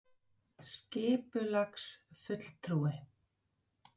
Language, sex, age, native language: Icelandic, female, 40-49, Icelandic